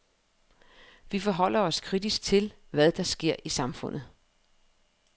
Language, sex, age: Danish, female, 31